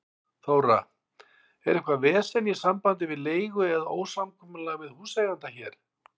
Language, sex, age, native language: Icelandic, male, 60-69, Icelandic